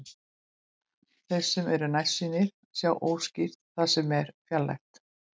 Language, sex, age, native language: Icelandic, female, 20-29, Icelandic